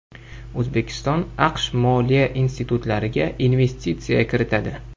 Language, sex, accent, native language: Uzbek, male, Farg'ona, Uzbek